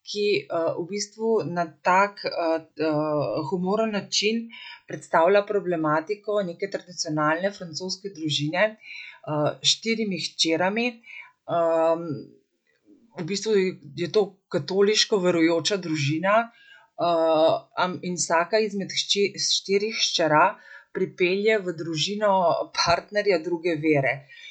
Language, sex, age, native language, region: Slovenian, female, 50-59, Slovenian, Central Slovenia